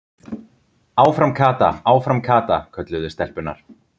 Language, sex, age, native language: Icelandic, male, 30-39, Icelandic